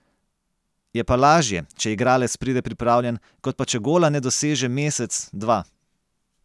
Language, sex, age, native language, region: Slovenian, male, 30-49, Slovenian, Gorenjska region